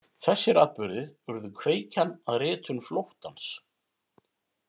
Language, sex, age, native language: Icelandic, female, 50-59, Icelandic